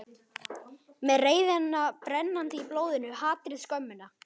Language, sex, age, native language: Icelandic, male, 11, Icelandic